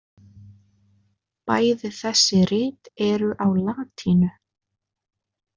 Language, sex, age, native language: Icelandic, female, 20-29, Icelandic